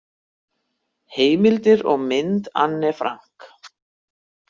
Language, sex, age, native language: Icelandic, female, 60-69, Icelandic